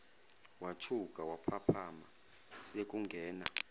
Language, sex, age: Zulu, male, 24